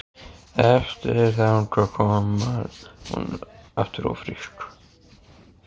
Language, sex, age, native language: Icelandic, male, 14, Icelandic